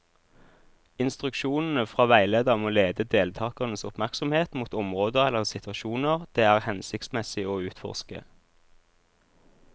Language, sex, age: Norwegian, male, 26